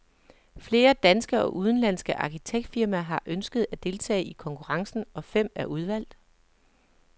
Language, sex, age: Danish, male, 37